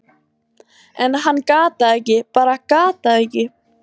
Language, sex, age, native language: Icelandic, female, 14, Icelandic